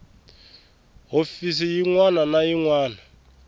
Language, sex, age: Tsonga, male, 24